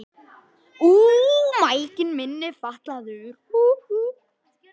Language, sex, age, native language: Icelandic, male, 11, Icelandic